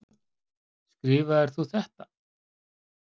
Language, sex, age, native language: Icelandic, male, 40-49, Icelandic